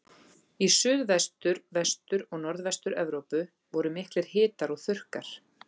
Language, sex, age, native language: Icelandic, female, 40-49, Icelandic